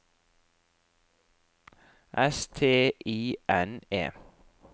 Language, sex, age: Norwegian, female, 44